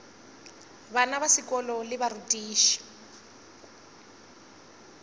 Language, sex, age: Northern Sotho, female, 20